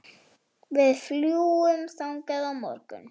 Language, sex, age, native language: Icelandic, female, 9, Icelandic